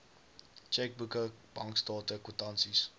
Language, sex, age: Afrikaans, male, 19